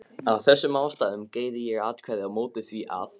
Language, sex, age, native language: Icelandic, male, 15, Icelandic